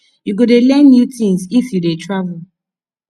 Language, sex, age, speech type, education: Nigerian Pidgin, female, 15-29, spontaneous, tertiary